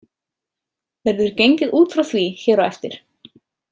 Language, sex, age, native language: Icelandic, female, 30-39, Icelandic